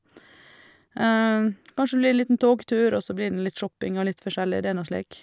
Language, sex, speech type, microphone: Norwegian, female, spontaneous, Shure